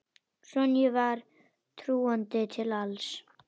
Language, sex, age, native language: Icelandic, female, 10, Icelandic